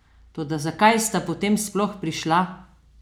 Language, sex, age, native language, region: Slovenian, female, 50-59, Slovenian, Southeast Slovenia